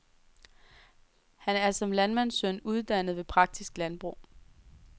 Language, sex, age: Danish, female, 23